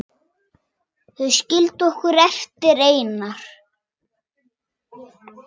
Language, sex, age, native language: Icelandic, male, 6, Icelandic